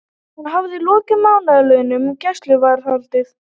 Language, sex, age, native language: Icelandic, female, 18-19, Icelandic